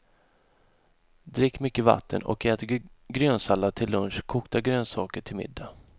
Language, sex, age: Swedish, male, 31